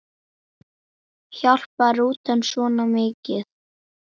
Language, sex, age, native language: Icelandic, female, 10, Icelandic